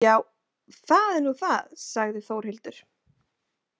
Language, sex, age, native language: Icelandic, female, 20-29, Icelandic